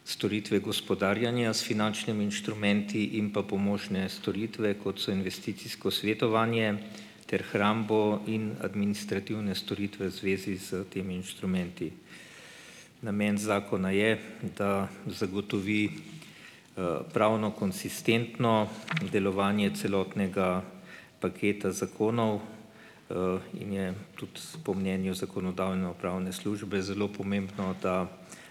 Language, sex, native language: Slovenian, male, Slovenian